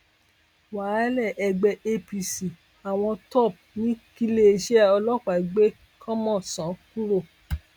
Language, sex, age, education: Yoruba, female, 46-60, tertiary